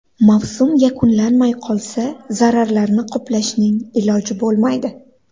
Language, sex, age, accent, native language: Uzbek, female, 19-29, Andijon, Uzbek